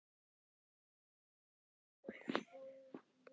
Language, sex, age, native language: Icelandic, female, 10, Icelandic